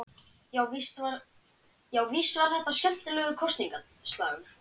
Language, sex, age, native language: Icelandic, male, 12, Icelandic